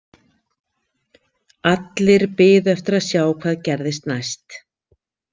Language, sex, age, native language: Icelandic, female, 50-59, Icelandic